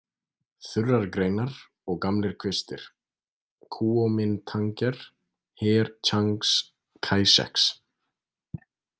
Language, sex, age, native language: Icelandic, male, 20-29, Icelandic